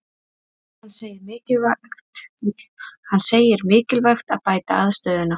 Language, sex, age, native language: Icelandic, female, 30-39, Icelandic